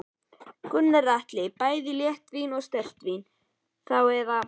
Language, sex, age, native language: Icelandic, male, 11, Icelandic